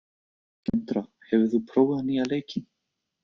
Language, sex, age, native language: Icelandic, male, 20-29, Icelandic